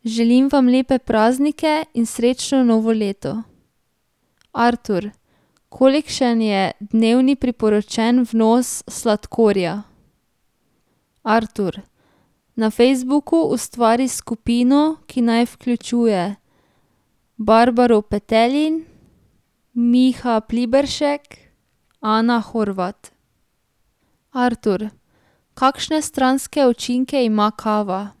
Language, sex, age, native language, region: Slovenian, female, 18-29, Slovenian, Drava region